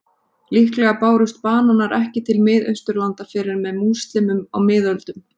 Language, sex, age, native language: Icelandic, female, 30-39, Icelandic